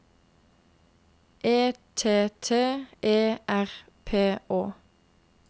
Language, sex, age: Norwegian, female, 22